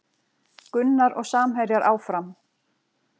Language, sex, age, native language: Icelandic, female, 40-49, Icelandic